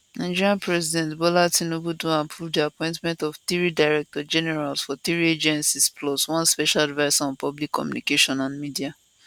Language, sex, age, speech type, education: Nigerian Pidgin, female, 15-29, spontaneous, tertiary